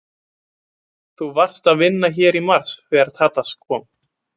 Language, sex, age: Icelandic, male, 20-29